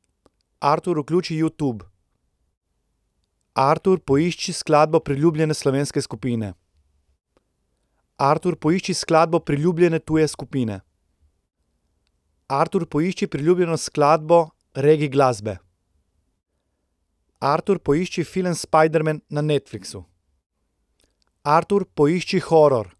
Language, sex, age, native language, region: Slovenian, male, 30-49, Slovenian, Central Slovenia